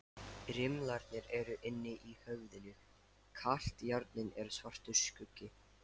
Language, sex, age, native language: Icelandic, male, 13, Lithuanian